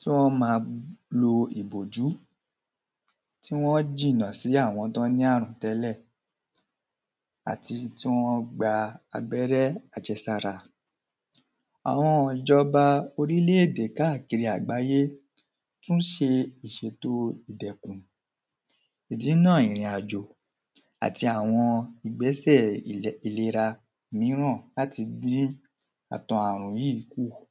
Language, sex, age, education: Yoruba, male, 15-29, primary